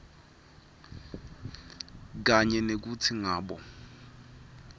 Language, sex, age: Swati, male, 23